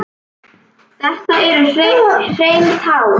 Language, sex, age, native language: Icelandic, female, 10, Icelandic